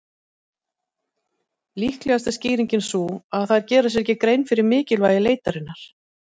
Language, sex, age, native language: Icelandic, female, 50-59, Icelandic